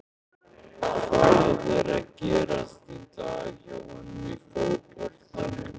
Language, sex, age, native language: Icelandic, male, 15, Icelandic